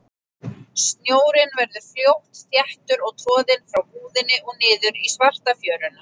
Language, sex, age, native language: Icelandic, female, 20-29, Icelandic